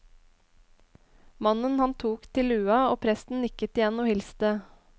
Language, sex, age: Norwegian, female, 21